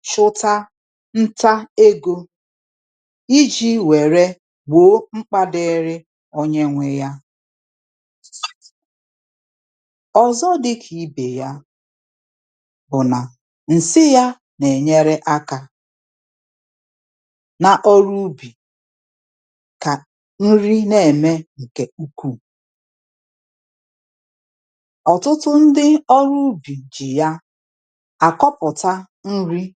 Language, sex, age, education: Igbo, female, 30-45, tertiary